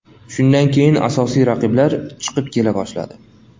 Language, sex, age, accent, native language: Uzbek, male, 19-29, Andijon, Uzbek